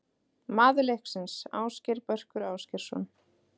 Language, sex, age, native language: Icelandic, female, 30-39, Icelandic